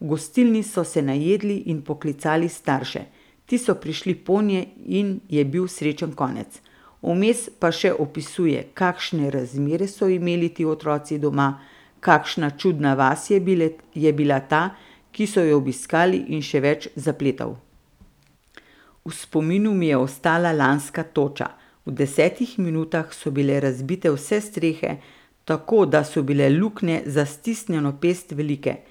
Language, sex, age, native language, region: Slovenian, female, 50-59, Slovenian, Central Slovenia